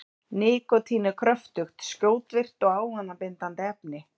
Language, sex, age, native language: Icelandic, female, 30-39, Icelandic